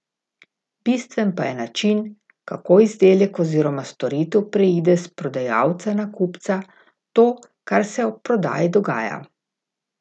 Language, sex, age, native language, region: Slovenian, female, 50-59, Slovenian, Gorica region